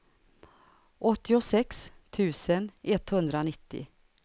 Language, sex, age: Swedish, female, 59